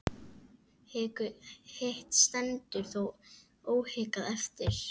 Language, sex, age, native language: Icelandic, female, 8, Icelandic